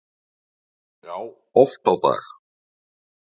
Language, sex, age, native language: Icelandic, male, 40-49, Icelandic